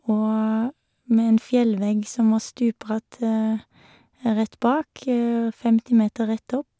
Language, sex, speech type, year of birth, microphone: Norwegian, female, spontaneous, 1978, Shure